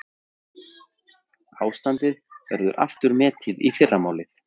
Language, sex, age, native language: Icelandic, male, 40-49, Icelandic